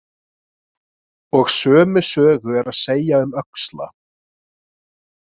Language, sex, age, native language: Icelandic, male, 20-29, Icelandic